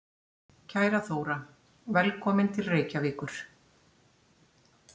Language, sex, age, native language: Icelandic, female, 60-69, Icelandic